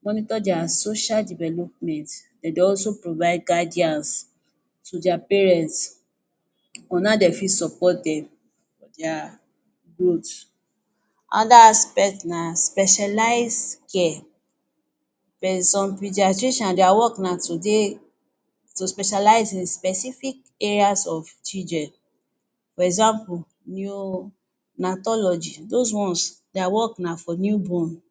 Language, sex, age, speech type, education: Nigerian Pidgin, female, 30-45, spontaneous, tertiary